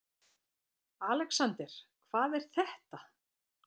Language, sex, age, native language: Icelandic, female, 50-59, Icelandic